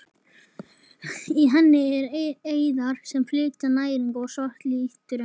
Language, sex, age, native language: Icelandic, male, 11, Icelandic